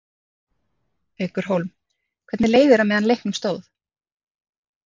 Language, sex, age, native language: Icelandic, female, 30-39, Icelandic